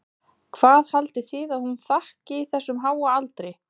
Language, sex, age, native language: Icelandic, female, 20-29, Icelandic